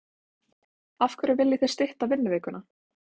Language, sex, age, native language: Icelandic, female, 20-29, Icelandic